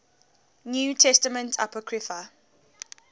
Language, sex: English, female